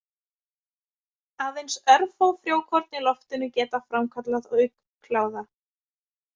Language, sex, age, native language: Icelandic, female, 20-29, Icelandic